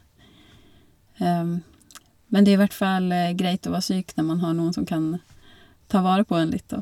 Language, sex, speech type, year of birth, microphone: Norwegian, female, spontaneous, 1982, Shure